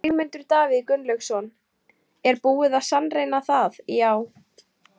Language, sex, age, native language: Icelandic, female, 18-19, Icelandic